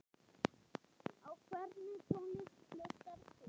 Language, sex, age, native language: Icelandic, female, 9, Icelandic